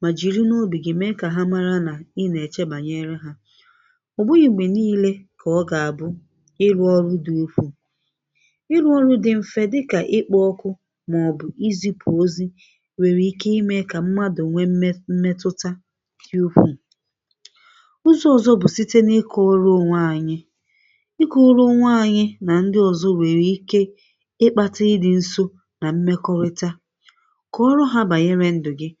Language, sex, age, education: Igbo, female, 15-29, secondary